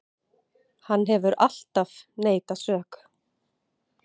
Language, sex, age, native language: Icelandic, female, 30-39, Icelandic